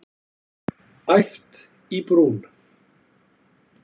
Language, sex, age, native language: Icelandic, male, 40-49, Icelandic